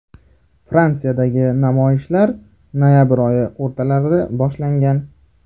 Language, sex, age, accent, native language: Uzbek, male, 18-24, Farg'ona, Uzbek